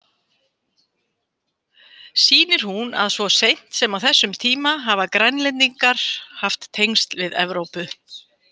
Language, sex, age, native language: Icelandic, female, 50-59, Icelandic